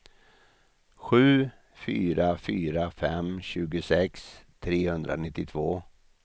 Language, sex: Swedish, male